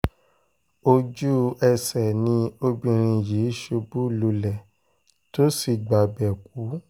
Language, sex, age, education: Yoruba, male, 15-29, tertiary